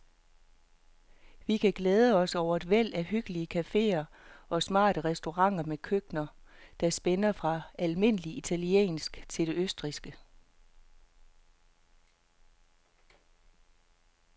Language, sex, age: Danish, female, 48